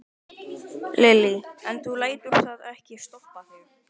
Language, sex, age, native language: Icelandic, male, 12, Icelandic